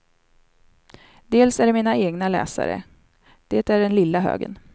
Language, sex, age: Swedish, female, 27